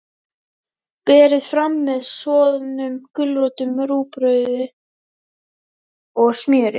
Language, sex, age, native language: Icelandic, female, 11, Icelandic